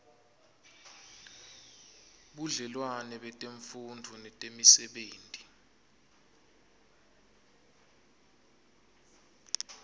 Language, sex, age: Swati, male, 25